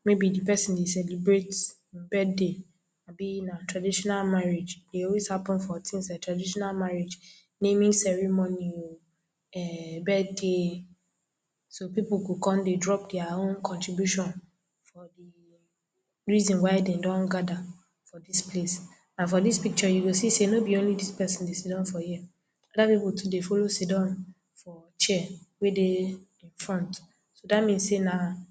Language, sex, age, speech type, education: Nigerian Pidgin, female, 15-29, spontaneous, tertiary